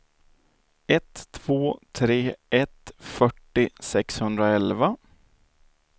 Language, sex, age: Swedish, male, 28